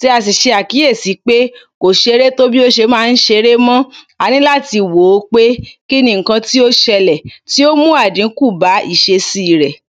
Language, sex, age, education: Yoruba, female, 30-45, tertiary